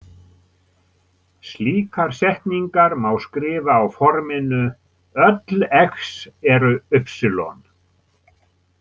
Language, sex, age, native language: Icelandic, male, 70-79, Icelandic